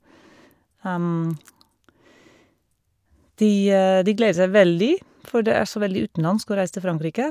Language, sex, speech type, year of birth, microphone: Norwegian, female, spontaneous, 1971, Shure